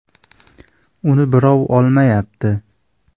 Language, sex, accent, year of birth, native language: Uzbek, male, Andijon, 1994, Uzbek